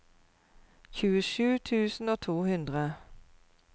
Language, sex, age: Norwegian, female, 52